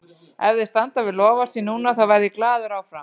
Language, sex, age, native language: Icelandic, female, 40-49, Icelandic